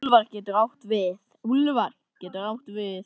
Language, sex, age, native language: Icelandic, male, 10, Icelandic